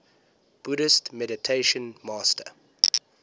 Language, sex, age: English, male, 19